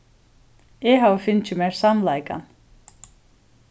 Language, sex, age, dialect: Faroese, female, 36-60, Suðurstreymoy